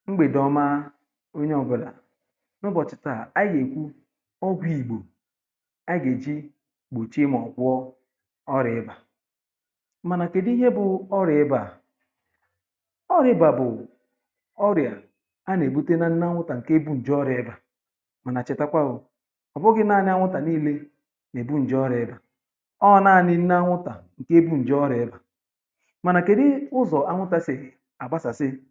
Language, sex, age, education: Igbo, male, 30-45, tertiary